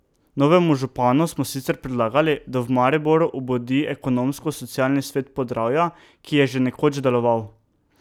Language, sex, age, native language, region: Slovenian, male, 18-29, Slovenian, Drava region